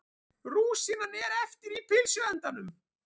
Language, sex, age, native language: Icelandic, male, 40-49, Icelandic